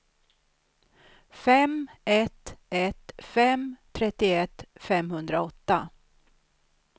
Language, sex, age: Swedish, female, 63